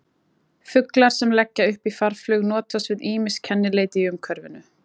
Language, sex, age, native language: Icelandic, female, 20-29, Icelandic